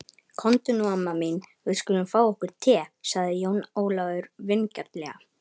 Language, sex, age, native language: Icelandic, male, 18-19, Icelandic